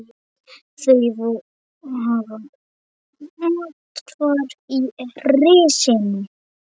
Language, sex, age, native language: Icelandic, male, 7, Icelandic